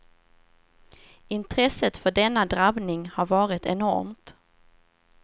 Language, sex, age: Swedish, female, 27